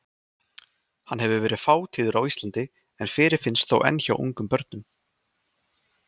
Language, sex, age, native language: Icelandic, male, 20-29, Icelandic